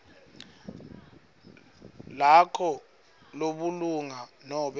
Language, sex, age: Swati, male, 21